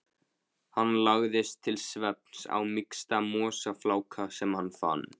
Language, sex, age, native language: Icelandic, male, 15, Icelandic